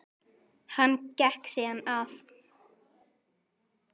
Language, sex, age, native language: Icelandic, male, 10, Icelandic